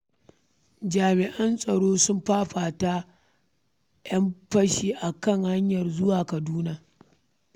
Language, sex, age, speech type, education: Hausa, female, 15-29, read, primary